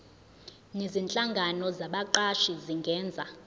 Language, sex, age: Zulu, female, 20